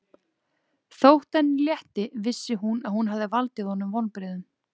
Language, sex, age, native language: Icelandic, female, 20-29, Icelandic